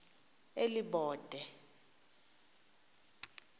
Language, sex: Xhosa, female